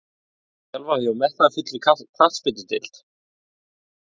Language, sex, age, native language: Icelandic, male, 20-29, Icelandic